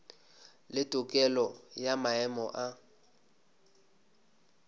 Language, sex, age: Northern Sotho, male, 26